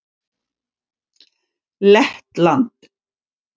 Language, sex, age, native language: Icelandic, female, 60-69, Icelandic